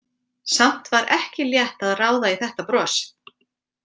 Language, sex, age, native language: Icelandic, female, 40-49, Icelandic